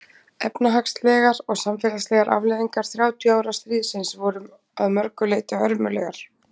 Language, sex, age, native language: Icelandic, female, 20-29, Icelandic